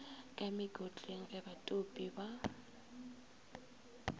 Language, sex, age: Northern Sotho, female, 22